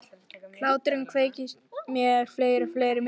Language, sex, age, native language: Icelandic, female, 12, Icelandic